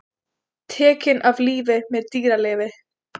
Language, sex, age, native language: Icelandic, female, 20-29, Icelandic